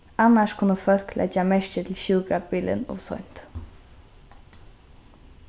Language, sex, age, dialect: Faroese, female, 15-35, Norðurstreymoy/Eysturoy